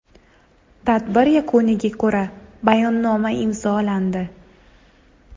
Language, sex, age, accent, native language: Uzbek, female, 19-29, Toshkent shahri, Uzbek